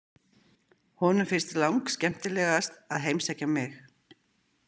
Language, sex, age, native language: Icelandic, female, 50-59, Icelandic